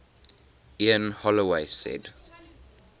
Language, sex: English, male